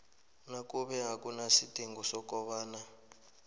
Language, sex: South Ndebele, male